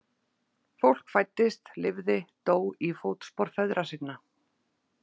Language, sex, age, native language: Icelandic, female, 40-49, Icelandic